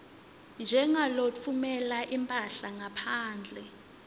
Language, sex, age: Swati, female, 19